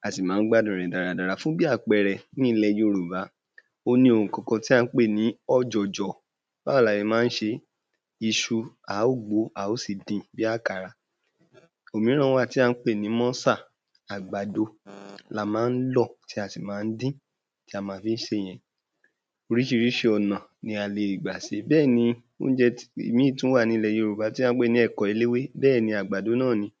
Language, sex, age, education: Yoruba, male, 15-29, tertiary